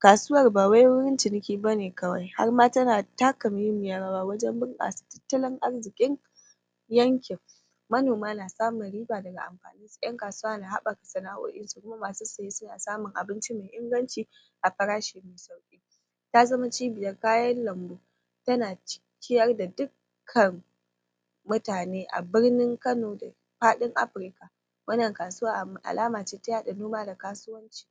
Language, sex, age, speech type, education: Hausa, female, 15-29, spontaneous, primary